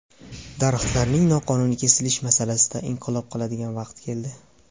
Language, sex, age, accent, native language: Uzbek, male, 18-24, Farg'ona, Uzbek